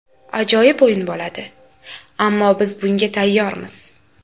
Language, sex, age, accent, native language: Uzbek, female, 18-24, Toshkent shahri, Uzbek